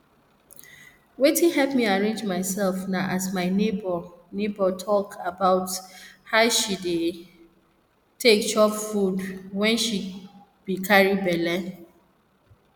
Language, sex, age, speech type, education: Nigerian Pidgin, female, 30-45, spontaneous, tertiary